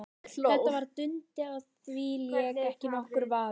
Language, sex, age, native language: Icelandic, female, 13, Icelandic